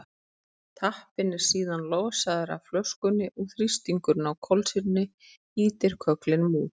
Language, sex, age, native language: Icelandic, female, 30-39, Icelandic